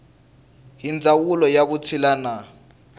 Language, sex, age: Tsonga, male, 19